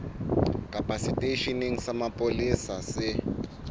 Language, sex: Southern Sotho, male